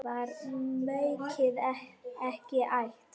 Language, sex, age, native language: Icelandic, female, 9, Icelandic